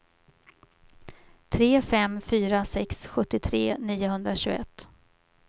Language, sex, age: Swedish, female, 50